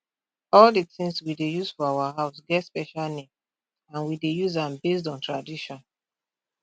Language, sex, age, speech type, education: Nigerian Pidgin, female, 30-45, spontaneous, tertiary